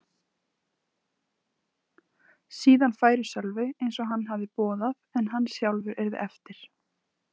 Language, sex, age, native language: Icelandic, female, 20-29, Icelandic